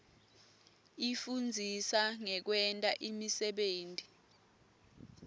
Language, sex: Swati, female